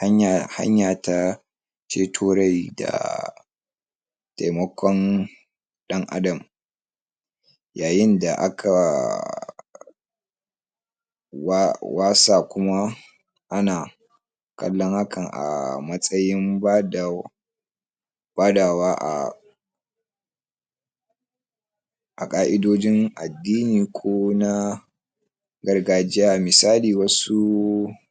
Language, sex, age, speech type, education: Hausa, male, 46-60, spontaneous, tertiary